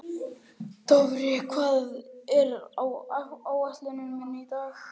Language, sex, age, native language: Icelandic, male, 11, Icelandic